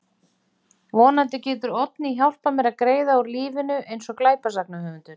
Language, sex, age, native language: Icelandic, female, 40-49, Icelandic